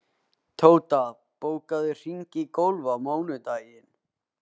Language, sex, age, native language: Icelandic, male, 18-19, Icelandic